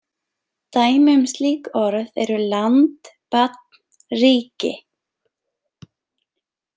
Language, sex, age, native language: Icelandic, female, 20-29, Icelandic